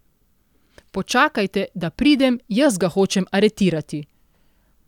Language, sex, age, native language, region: Slovenian, female, 30-49, Slovenian, Central Slovenia